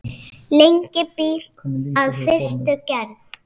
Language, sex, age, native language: Icelandic, female, 6, Icelandic